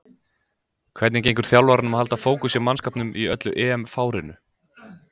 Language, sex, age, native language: Icelandic, male, 20-29, Icelandic